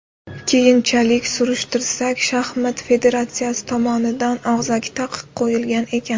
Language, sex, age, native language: Uzbek, female, 18-24, Uzbek